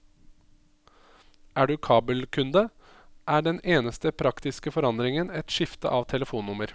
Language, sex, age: Norwegian, male, 27